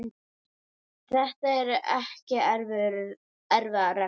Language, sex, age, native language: Icelandic, male, 9, Icelandic